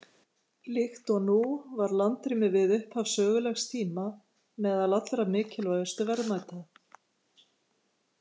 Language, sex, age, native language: Icelandic, female, 50-59, Icelandic